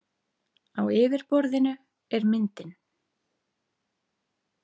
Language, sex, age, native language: Icelandic, female, 30-39, Icelandic